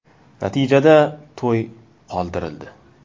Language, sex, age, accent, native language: Uzbek, male, 19-29, Farg'ona, Uzbek